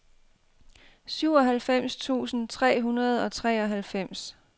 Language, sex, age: Danish, female, 32